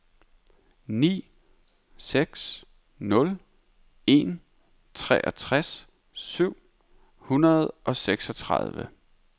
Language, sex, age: Danish, male, 31